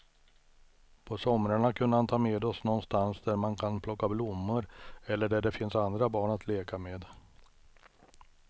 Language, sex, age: Swedish, male, 63